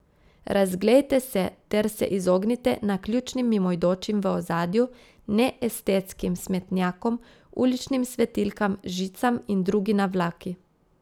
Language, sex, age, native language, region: Slovenian, female, 30-49, Slovenian, Gorica region